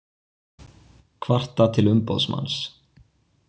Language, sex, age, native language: Icelandic, male, 20-29, Icelandic